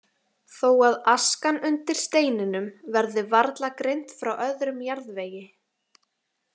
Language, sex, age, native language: Icelandic, female, 18-19, Icelandic